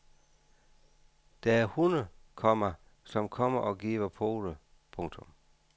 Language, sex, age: Danish, male, 49